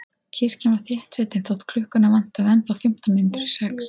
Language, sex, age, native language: Icelandic, female, 40-49, Icelandic